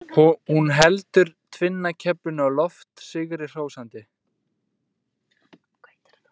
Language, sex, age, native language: Icelandic, male, 18-19, Icelandic